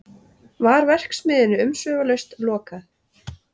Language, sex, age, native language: Icelandic, female, 30-39, Icelandic